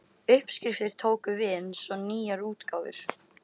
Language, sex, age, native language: Icelandic, male, 13, Icelandic